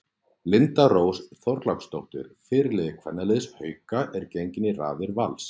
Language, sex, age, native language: Icelandic, male, 40-49, Icelandic